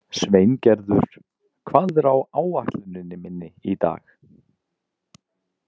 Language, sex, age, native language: Icelandic, male, 30-39, Icelandic